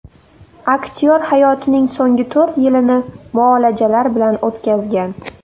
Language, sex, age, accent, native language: Uzbek, female, under 19, Navoiy, Uzbek